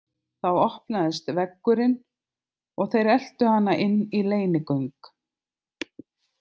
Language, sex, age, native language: Icelandic, other, 50-59, Icelandic